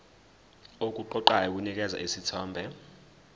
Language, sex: Zulu, male